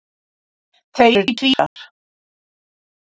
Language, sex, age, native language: Icelandic, female, 50-59, Icelandic